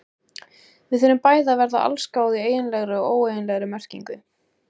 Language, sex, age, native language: Icelandic, female, 18-19, Icelandic